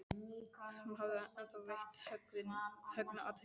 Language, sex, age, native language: Icelandic, male, 12, Icelandic